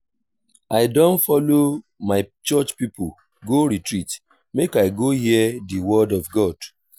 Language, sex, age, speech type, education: Nigerian Pidgin, male, 30-45, spontaneous, tertiary